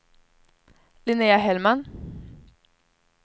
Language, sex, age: Swedish, female, 21